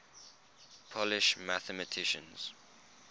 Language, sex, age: English, male, 21